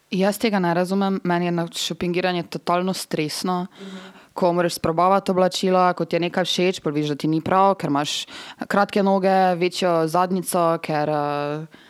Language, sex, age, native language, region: Slovenian, female, 18-29, Serbian, Drava region